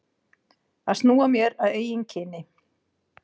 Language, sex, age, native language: Icelandic, female, 50-59, Icelandic